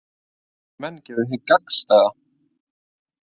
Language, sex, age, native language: Icelandic, male, 20-29, Icelandic